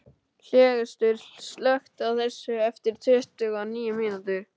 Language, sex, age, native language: Icelandic, male, 12, Icelandic